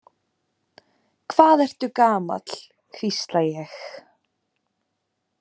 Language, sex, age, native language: Icelandic, female, 20-29, Icelandic